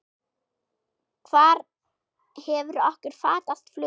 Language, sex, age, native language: Icelandic, female, 6, German